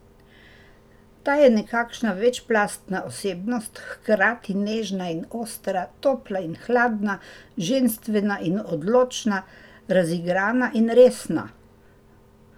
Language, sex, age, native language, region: Slovenian, female, 60+, Slovenian, Drava region